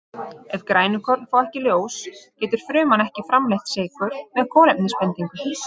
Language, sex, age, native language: Icelandic, female, 30-39, Icelandic